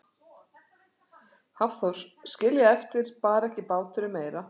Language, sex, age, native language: Icelandic, female, 60-69, Icelandic